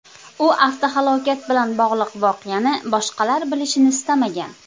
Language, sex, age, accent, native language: Uzbek, female, 25-34, Qashqadaryo, Uzbek